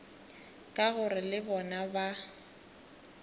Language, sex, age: Northern Sotho, female, 18